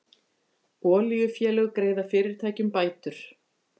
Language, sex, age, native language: Icelandic, female, 50-59, Icelandic